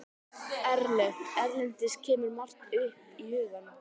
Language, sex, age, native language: Icelandic, male, 18-19, Icelandic